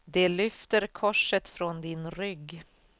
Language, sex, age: Swedish, female, 44